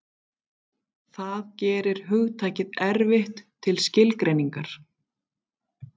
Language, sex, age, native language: Icelandic, female, 50-59, Icelandic